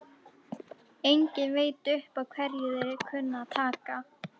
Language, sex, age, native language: Icelandic, female, 11, Icelandic